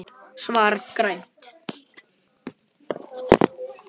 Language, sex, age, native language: Icelandic, male, 10, Icelandic